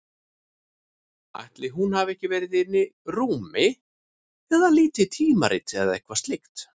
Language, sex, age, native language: Icelandic, male, 30-39, Icelandic